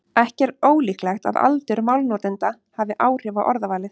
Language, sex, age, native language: Icelandic, female, 30-39, Icelandic